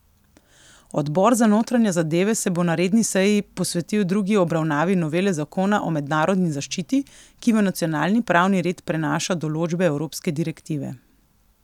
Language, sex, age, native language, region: Slovenian, female, 18-29, Slovenian, Coastal Karst region